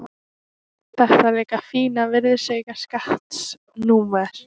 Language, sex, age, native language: Icelandic, female, 18-19, Icelandic